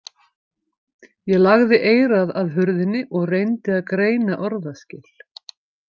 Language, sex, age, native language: Icelandic, female, 50-59, Icelandic